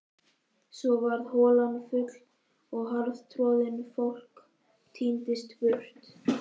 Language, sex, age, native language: Icelandic, male, 11, Icelandic